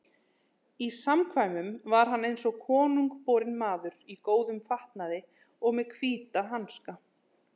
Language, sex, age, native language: Icelandic, female, 30-39, Icelandic